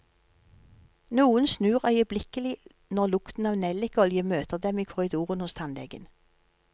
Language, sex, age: Norwegian, female, 53